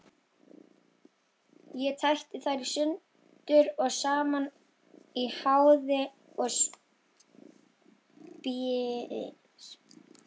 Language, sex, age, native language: Icelandic, female, 12, Icelandic